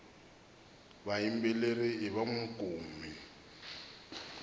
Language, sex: Tsonga, male